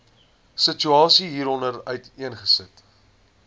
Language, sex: Afrikaans, male